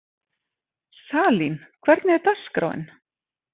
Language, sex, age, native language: Icelandic, female, 40-49, Icelandic